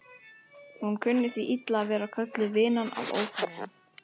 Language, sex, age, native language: Icelandic, female, 12, Icelandic